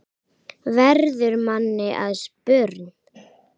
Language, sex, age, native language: Icelandic, female, 9, Icelandic